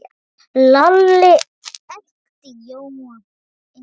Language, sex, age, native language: Icelandic, male, 7, Icelandic